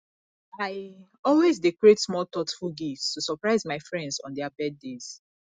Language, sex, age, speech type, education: Nigerian Pidgin, female, 30-45, spontaneous, tertiary